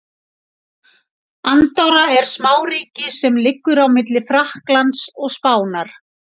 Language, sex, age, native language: Icelandic, female, 60-69, Icelandic